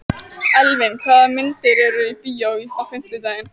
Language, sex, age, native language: Icelandic, female, 14, Icelandic